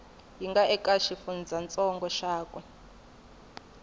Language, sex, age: Tsonga, female, 21